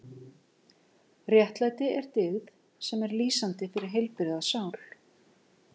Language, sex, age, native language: Icelandic, female, 50-59, Icelandic